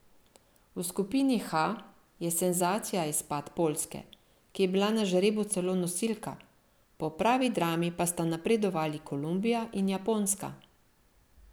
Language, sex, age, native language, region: Slovenian, female, 50-59, Slovenian, Central Slovenia